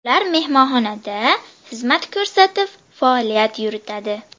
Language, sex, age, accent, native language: Uzbek, female, 12-17, Andijon, Uzbek